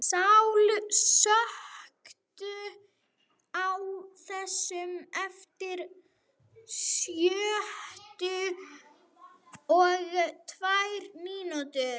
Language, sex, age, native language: Icelandic, female, 30-39, Swedish